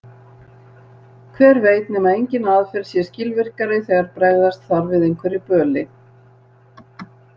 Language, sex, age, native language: Icelandic, female, 60-69, Icelandic